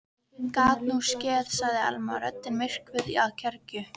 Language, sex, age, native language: Icelandic, female, 13, Icelandic